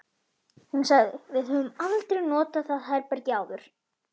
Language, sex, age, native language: Icelandic, male, 11, Icelandic